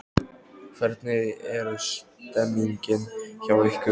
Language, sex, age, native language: Icelandic, male, 12, Icelandic